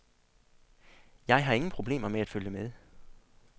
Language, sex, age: Danish, male, 40